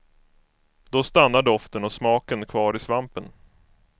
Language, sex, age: Swedish, male, 25